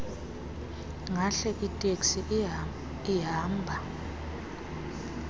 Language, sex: Xhosa, female